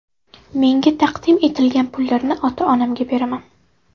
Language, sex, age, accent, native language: Uzbek, female, 18-24, Toshkent viloyati, Uzbek